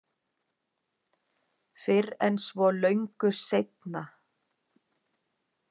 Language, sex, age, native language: Icelandic, female, 50-59, Icelandic